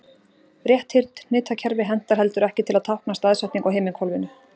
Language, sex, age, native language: Icelandic, female, 40-49, Icelandic